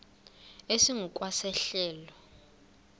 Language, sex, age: Xhosa, female, 20